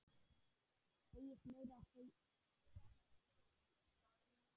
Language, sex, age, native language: Icelandic, male, 10, Icelandic